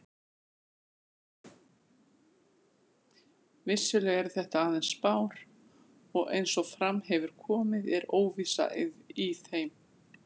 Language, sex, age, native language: Icelandic, female, 40-49, Icelandic